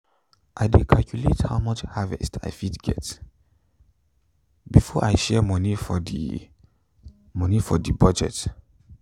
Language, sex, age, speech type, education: Nigerian Pidgin, male, 15-29, spontaneous, tertiary